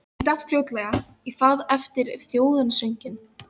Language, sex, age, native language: Icelandic, female, 14, Filipino